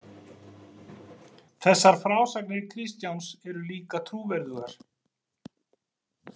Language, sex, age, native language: Icelandic, male, 40-49, Icelandic